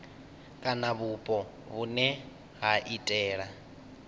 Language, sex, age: Venda, male, 19